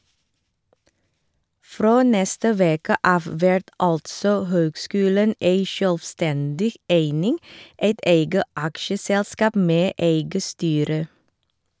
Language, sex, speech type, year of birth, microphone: Norwegian, female, read, 1978, Shure